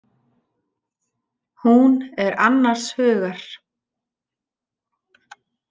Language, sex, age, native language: Icelandic, female, 40-49, Icelandic